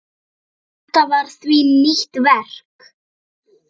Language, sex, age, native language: Icelandic, female, 7, Icelandic